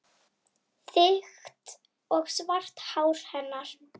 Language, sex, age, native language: Icelandic, female, 9, Icelandic